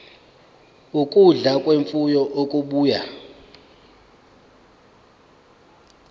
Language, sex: Zulu, male